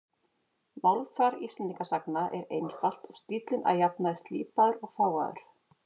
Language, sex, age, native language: Icelandic, female, 40-49, Icelandic